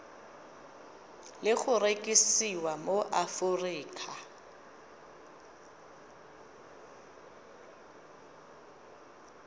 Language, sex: Tswana, female